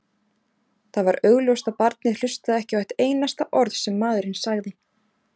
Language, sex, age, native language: Icelandic, female, 30-39, Icelandic